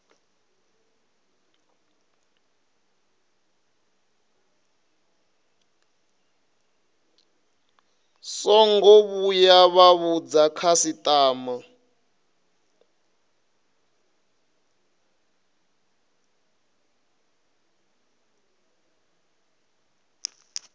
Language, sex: Venda, male